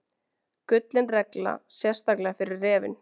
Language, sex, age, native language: Icelandic, female, 20-29, Icelandic